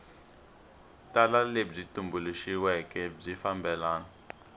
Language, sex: Tsonga, male